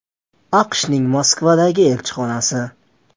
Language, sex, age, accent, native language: Uzbek, male, 18-24, Surxondaryo, Uzbek